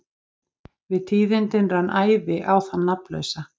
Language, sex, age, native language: Icelandic, female, 50-59, Icelandic